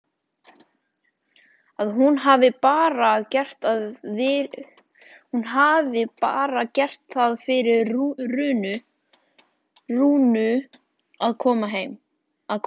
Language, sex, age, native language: Icelandic, male, 14, Icelandic